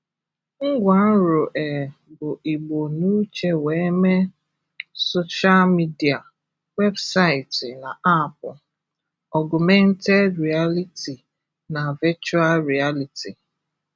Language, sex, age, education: Igbo, female, 15-29, tertiary